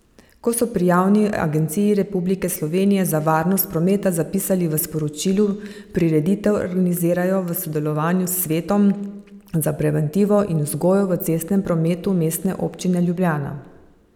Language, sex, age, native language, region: Slovenian, female, 50-59, Slovenian, Savinja region